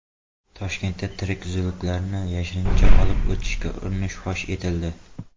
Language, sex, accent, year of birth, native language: Uzbek, male, Xorazm, 2002, Uzbek